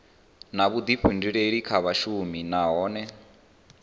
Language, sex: Venda, male